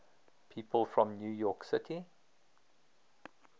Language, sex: English, male